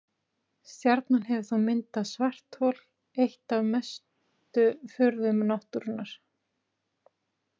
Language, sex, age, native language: Icelandic, female, 40-49, Icelandic